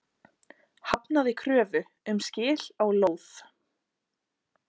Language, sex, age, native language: Icelandic, other, 20-29, Icelandic